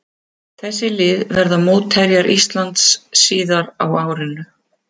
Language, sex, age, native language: Icelandic, female, 50-59, Icelandic